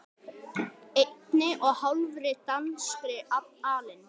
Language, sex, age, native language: Icelandic, male, 10, Icelandic